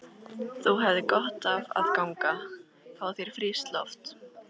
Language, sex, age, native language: Icelandic, female, 13, Icelandic